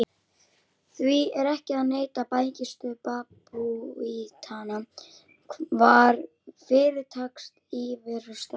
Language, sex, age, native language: Icelandic, female, 11, Icelandic